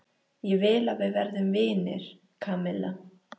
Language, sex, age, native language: Icelandic, female, 13, Icelandic